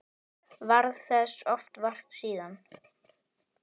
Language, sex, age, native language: Icelandic, female, 10, Icelandic